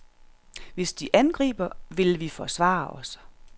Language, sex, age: Danish, female, 46